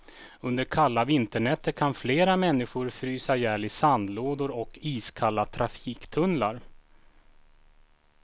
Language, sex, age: Swedish, male, 36